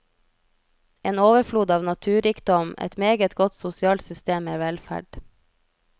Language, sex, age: Norwegian, female, 33